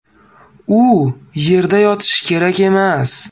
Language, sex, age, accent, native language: Uzbek, male, 18-24, Farg'ona, Uzbek